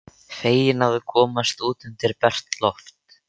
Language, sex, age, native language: Icelandic, male, 13, Icelandic